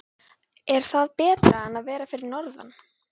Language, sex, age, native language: Icelandic, female, 12, Icelandic